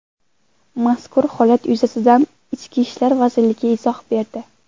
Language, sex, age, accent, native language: Uzbek, female, 19-29, Toshkent viloyati, Uzbek